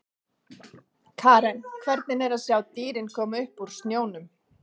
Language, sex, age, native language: Icelandic, female, 40-49, Icelandic